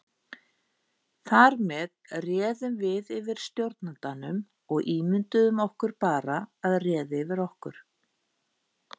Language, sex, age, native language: Icelandic, female, 50-59, Icelandic